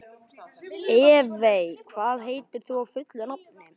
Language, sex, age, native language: Icelandic, male, 11, Icelandic